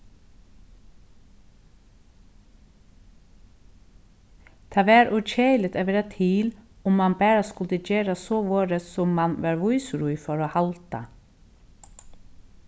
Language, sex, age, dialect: Faroese, female, 36-60, Norðurstreymoy/Eysturoy